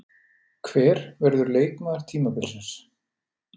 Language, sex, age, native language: Icelandic, male, 40-49, Icelandic